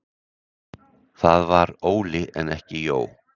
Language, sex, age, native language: Icelandic, male, 60-69, Icelandic